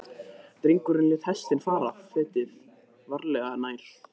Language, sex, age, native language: Icelandic, male, 13, Icelandic